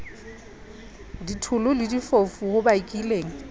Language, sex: Southern Sotho, female